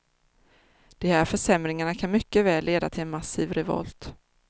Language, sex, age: Swedish, female, 30